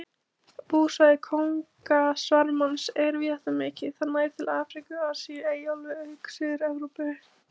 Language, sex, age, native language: Icelandic, female, 20-29, Icelandic